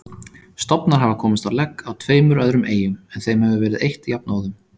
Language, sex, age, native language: Icelandic, male, 30-39, Icelandic